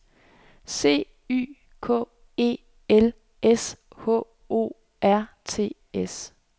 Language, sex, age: Danish, female, 26